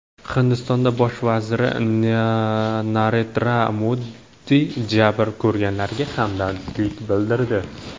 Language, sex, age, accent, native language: Uzbek, male, 18-24, Jizzax, Uzbek